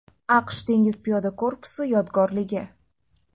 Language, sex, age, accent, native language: Uzbek, female, 18-24, Toshkent shahri, Uzbek